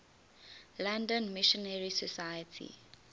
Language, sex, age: English, female, 20